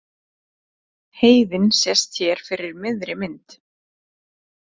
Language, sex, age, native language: Icelandic, female, 30-39, Icelandic